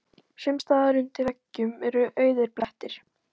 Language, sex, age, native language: Icelandic, female, 12, Icelandic